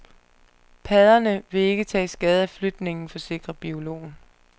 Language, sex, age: Danish, female, 25